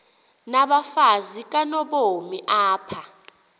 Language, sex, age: Xhosa, female, 28